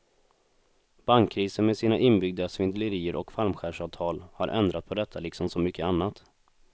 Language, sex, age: Swedish, male, 26